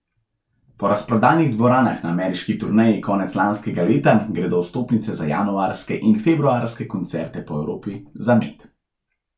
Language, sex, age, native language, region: Slovenian, male, 18-29, Slovenian, Central Slovenia